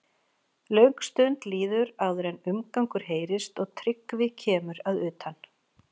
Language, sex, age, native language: Icelandic, female, 40-49, Icelandic